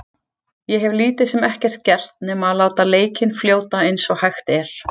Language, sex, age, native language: Icelandic, female, 40-49, Icelandic